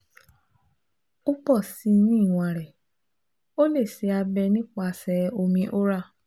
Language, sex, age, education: Yoruba, female, 15-29, tertiary